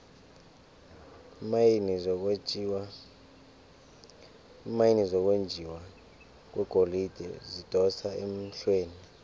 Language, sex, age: South Ndebele, male, 24